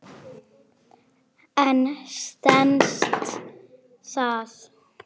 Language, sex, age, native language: Icelandic, female, 8, Icelandic